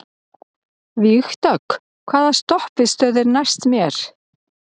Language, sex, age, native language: Icelandic, male, 40-49, Icelandic